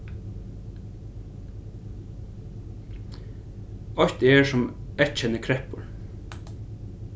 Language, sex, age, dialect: Faroese, male, 15-35, Norðurstreymoy/Eysturoy